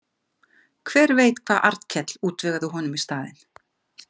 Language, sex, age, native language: Icelandic, female, 50-59, Icelandic